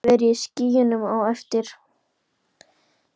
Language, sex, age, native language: Icelandic, female, 12, Icelandic